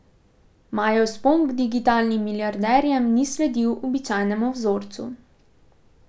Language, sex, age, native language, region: Slovenian, female, 18-29, Slovenian, Pomurje region